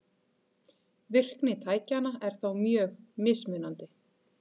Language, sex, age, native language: Icelandic, female, 40-49, Icelandic